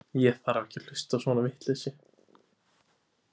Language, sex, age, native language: Icelandic, male, 20-29, Icelandic